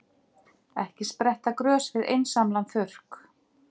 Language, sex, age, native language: Icelandic, female, 50-59, Icelandic